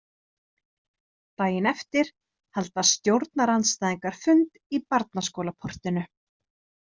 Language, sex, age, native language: Icelandic, female, 30-39, Icelandic